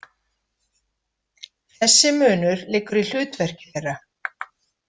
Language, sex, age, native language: Icelandic, female, 50-59, Icelandic